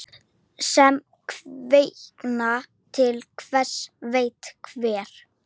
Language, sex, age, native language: Icelandic, female, 12, Icelandic